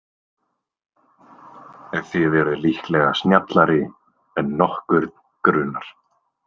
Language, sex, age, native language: Icelandic, male, 20-29, Icelandic